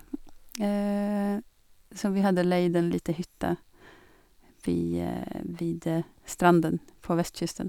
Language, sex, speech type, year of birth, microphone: Norwegian, female, spontaneous, 1982, Sennheiser